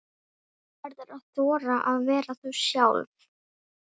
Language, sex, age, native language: Icelandic, female, 11, Icelandic